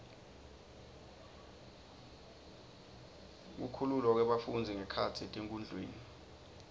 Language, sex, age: Swati, male, 20